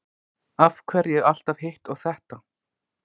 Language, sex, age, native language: Icelandic, male, 20-29, Icelandic